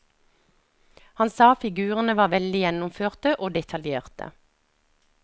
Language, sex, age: Norwegian, female, 49